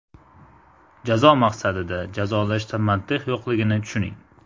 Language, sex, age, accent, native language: Uzbek, male, 18-24, Jizzax, Uzbek